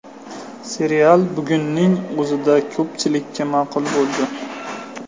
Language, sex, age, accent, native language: Uzbek, male, 18-24, Qashqadaryo, Uzbek